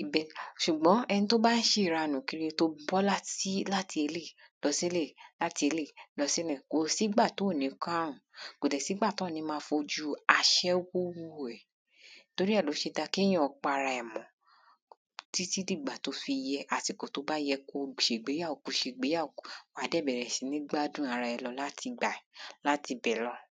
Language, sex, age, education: Yoruba, female, 30-45, tertiary